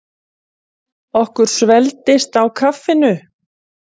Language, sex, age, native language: Icelandic, female, 40-49, Icelandic